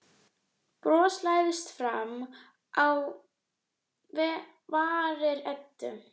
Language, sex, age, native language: Icelandic, female, 12, Icelandic